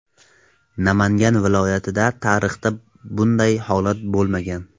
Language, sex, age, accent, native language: Uzbek, male, 18-24, Toshkent viloyati, Tajik